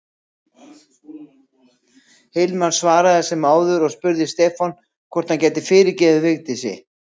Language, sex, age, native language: Icelandic, female, 60-69, Icelandic